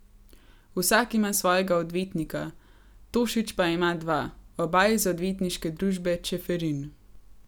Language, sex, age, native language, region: Slovenian, female, 18-29, Slovenian, Gorenjska region